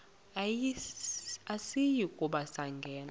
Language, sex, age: Xhosa, female, 20